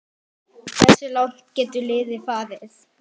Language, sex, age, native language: Icelandic, male, 9, Icelandic